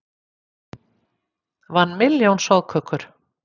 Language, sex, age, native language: Icelandic, female, 50-59, Icelandic